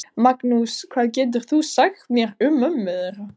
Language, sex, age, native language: Icelandic, female, 15, Icelandic